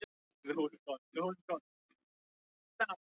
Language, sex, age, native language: Icelandic, male, 20-29, English